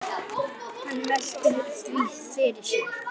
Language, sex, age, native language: Icelandic, male, 9, Icelandic